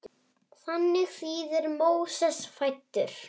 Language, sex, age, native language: Icelandic, male, 7, Icelandic